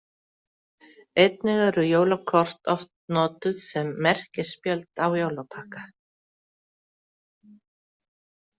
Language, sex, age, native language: Icelandic, female, 40-49, Icelandic